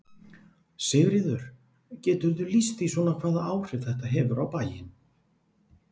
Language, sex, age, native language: Icelandic, male, 40-49, Icelandic